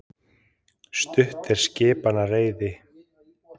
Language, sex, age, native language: Icelandic, male, 30-39, Icelandic